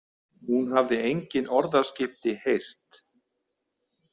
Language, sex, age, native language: Icelandic, male, 50-59, Icelandic